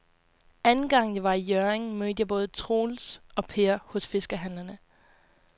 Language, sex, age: Danish, female, 20